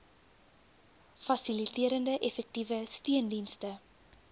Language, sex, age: Afrikaans, female, 22